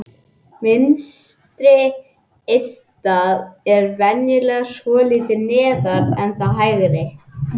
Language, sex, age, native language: Icelandic, male, 11, English